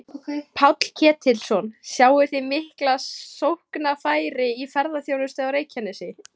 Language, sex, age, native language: Icelandic, female, 18-19, Icelandic